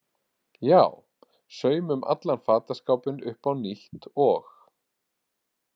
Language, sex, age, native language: Icelandic, male, 40-49, Icelandic